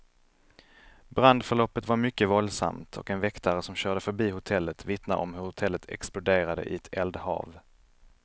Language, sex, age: Swedish, male, 31